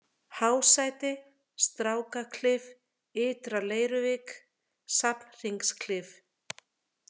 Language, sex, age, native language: Icelandic, female, 30-39, Icelandic